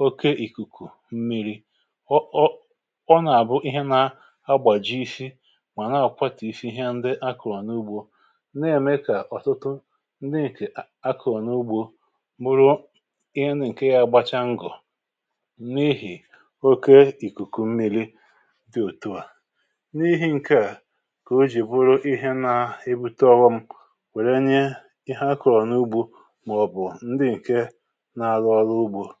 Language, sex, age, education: Igbo, male, 46-60, tertiary